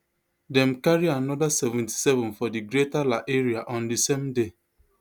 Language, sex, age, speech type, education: Nigerian Pidgin, male, 30-45, spontaneous, tertiary